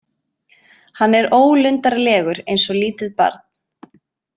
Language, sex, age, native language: Icelandic, female, 20-29, Icelandic